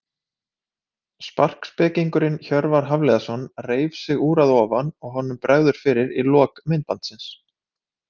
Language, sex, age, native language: Icelandic, male, 30-39, Icelandic